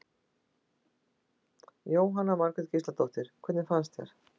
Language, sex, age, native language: Icelandic, female, 60-69, Icelandic